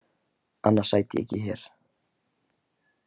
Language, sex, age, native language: Icelandic, male, 18-19, Icelandic